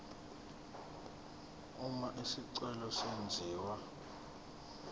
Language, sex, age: Zulu, male, 21